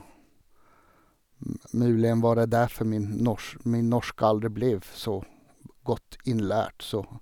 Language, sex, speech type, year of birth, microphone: Norwegian, male, spontaneous, 1952, Sennheiser